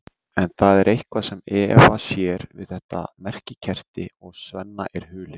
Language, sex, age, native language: Icelandic, male, 30-39, Icelandic